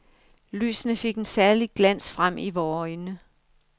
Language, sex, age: Danish, female, 55